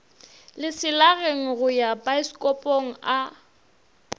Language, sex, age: Northern Sotho, female, 22